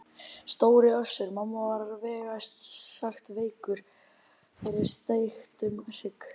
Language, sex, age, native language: Icelandic, male, 12, Icelandic